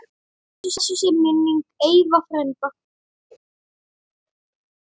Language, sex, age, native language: Icelandic, male, 10, Icelandic